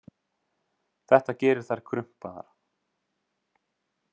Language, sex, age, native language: Icelandic, male, 30-39, Icelandic